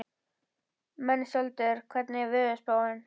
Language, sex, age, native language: Icelandic, male, 11, Icelandic